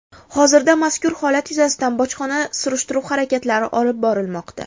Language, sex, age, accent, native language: Uzbek, female, 19-29, Farg'ona, Uzbek